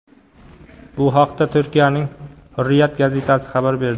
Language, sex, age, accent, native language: Uzbek, male, 25-34, Qashqadaryo, Uzbek